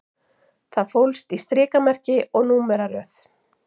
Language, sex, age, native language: Icelandic, female, 40-49, Icelandic